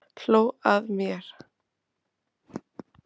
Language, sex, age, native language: Icelandic, female, 30-39, Icelandic